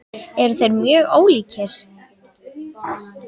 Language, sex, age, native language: Icelandic, female, 10, Icelandic